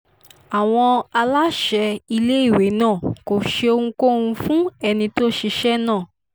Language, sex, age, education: Yoruba, female, 15-29, tertiary